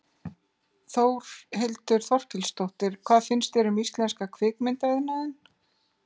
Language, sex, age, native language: Icelandic, female, 50-59, Icelandic